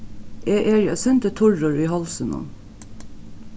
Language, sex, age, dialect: Faroese, female, 36-60, Norðuroyggjar